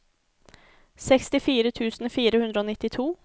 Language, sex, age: Norwegian, female, 24